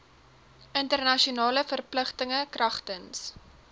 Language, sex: Afrikaans, female